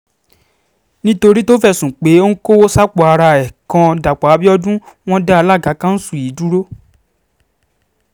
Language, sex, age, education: Yoruba, male, 15-29, secondary